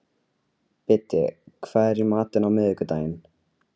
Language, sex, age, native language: Icelandic, male, 13, Icelandic